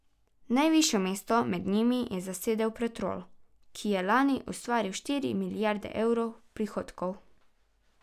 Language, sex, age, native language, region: Slovenian, female, 12-17, Slovenian, Carinthia region